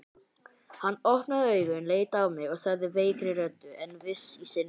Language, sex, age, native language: Icelandic, male, 18-19, Icelandic